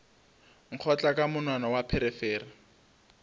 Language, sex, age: Northern Sotho, male, 20